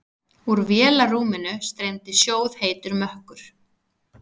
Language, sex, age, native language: Icelandic, female, 30-39, Icelandic